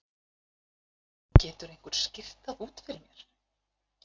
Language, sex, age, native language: Icelandic, female, 40-49, Icelandic